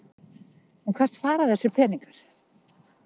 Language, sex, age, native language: Icelandic, female, 40-49, Icelandic